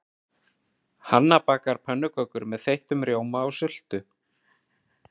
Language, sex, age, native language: Icelandic, female, 30-39, Icelandic